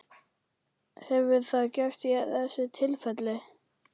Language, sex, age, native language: Icelandic, male, 11, Icelandic